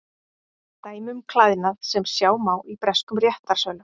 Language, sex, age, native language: Icelandic, female, 40-49, Icelandic